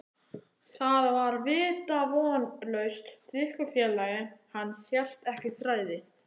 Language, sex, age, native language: Icelandic, male, 11, Icelandic